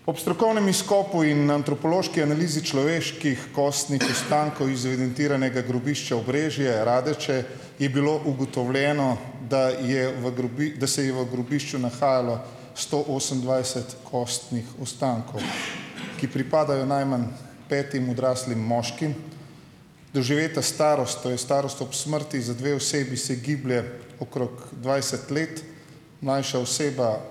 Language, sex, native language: Slovenian, male, Slovenian